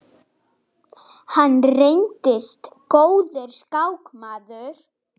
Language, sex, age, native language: Icelandic, female, 20-29, Icelandic